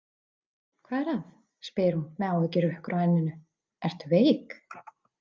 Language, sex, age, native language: Icelandic, female, 40-49, Icelandic